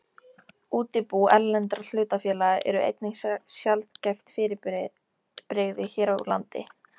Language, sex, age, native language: Icelandic, female, 13, Icelandic